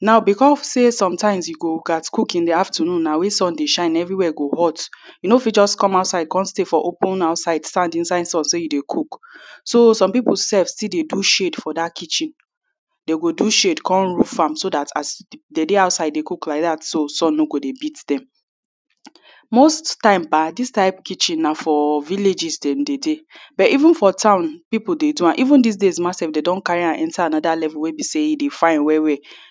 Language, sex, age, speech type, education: Nigerian Pidgin, female, 30-45, spontaneous, tertiary